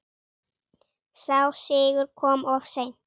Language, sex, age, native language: Icelandic, female, 8, Icelandic